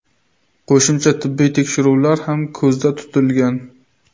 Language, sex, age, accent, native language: Uzbek, male, 18-24, Navoiy, Uzbek